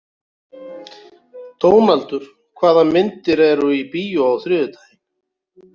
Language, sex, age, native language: Icelandic, male, 40-49, Icelandic